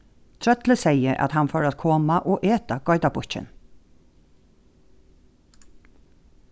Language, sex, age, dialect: Faroese, female, 36-60, Norðuroyggjar